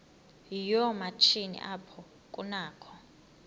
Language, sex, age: Xhosa, female, 26